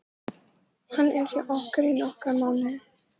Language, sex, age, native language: Icelandic, female, 14, Icelandic